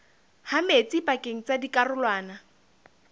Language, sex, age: Southern Sotho, female, 21